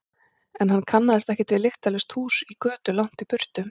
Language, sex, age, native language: Icelandic, female, 40-49, Icelandic